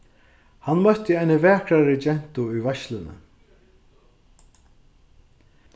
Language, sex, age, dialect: Faroese, male, 36-60, Suðurstreymoy